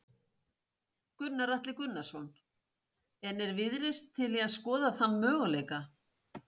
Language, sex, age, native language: Icelandic, female, 60-69, Icelandic